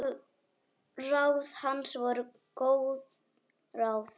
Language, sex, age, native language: Icelandic, female, 9, Icelandic